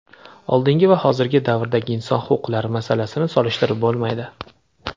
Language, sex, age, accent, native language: Uzbek, male, 25-34, Andijon, Uzbek